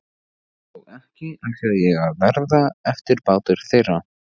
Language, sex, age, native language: Icelandic, male, 14, Icelandic